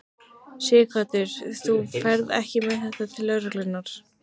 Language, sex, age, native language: Icelandic, female, 15, Icelandic